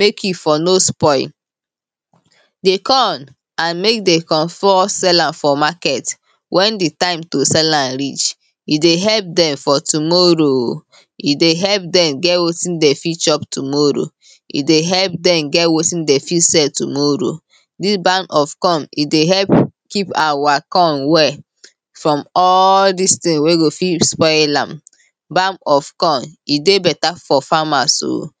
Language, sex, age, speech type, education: Nigerian Pidgin, female, 15-29, spontaneous, tertiary